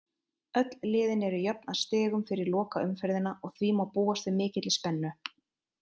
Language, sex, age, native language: Icelandic, female, 30-39, Icelandic